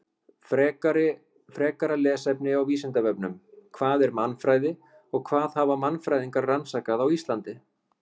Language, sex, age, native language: Icelandic, male, 30-39, Icelandic